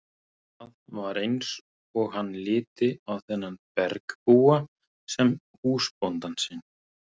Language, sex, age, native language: Icelandic, male, 30-39, Icelandic